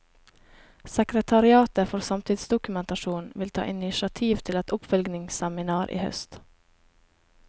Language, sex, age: Norwegian, female, 28